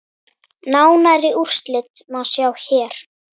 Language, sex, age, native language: Icelandic, female, 9, Icelandic